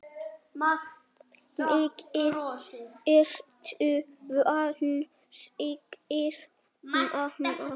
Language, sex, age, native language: Icelandic, male, 9, Icelandic